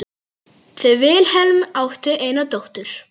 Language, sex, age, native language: Icelandic, male, 10, Icelandic